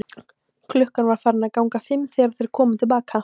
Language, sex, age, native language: Icelandic, female, 18-19, Icelandic